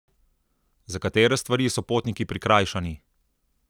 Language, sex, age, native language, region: Slovenian, male, 30-49, Slovenian, Southeast Slovenia